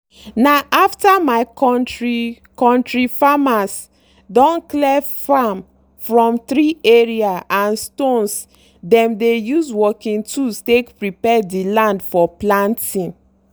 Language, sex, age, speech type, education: Nigerian Pidgin, female, 30-45, spontaneous, tertiary